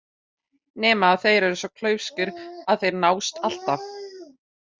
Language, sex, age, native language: Icelandic, female, 30-39, German